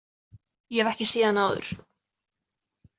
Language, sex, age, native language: Icelandic, female, 20-29, Icelandic